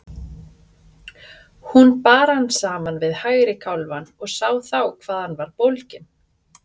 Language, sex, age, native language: Icelandic, female, 30-39, Icelandic